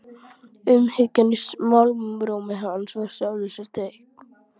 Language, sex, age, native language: Icelandic, female, 12, Icelandic